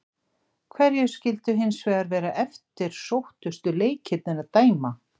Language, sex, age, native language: Icelandic, female, 60-69, Icelandic